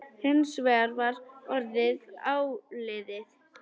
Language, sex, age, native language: Icelandic, female, 10, Icelandic